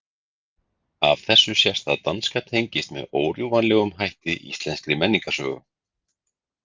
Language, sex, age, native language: Icelandic, male, 40-49, Icelandic